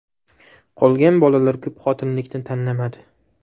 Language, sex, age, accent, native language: Uzbek, male, 18-24, Jizzax, Uzbek